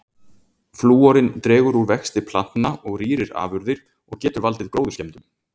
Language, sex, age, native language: Icelandic, male, 40-49, Icelandic